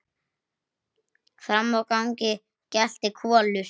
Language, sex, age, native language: Icelandic, female, 8, Icelandic